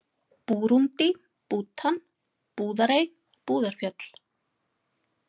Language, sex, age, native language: Icelandic, female, 40-49, Icelandic